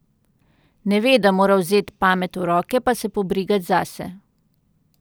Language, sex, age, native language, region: Slovenian, female, 30-49, Slovenian, Central Slovenia